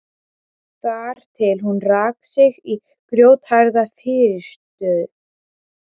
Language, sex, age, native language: Icelandic, female, 12, Icelandic